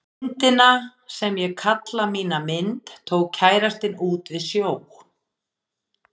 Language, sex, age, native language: Icelandic, female, 50-59, Icelandic